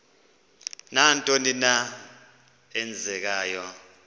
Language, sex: Xhosa, male